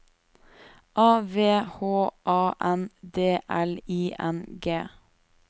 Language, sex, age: Norwegian, female, 28